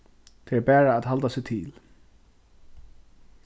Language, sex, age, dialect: Faroese, male, 15-35, Suðurstreymoy